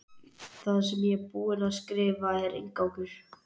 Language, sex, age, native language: Icelandic, male, 11, Icelandic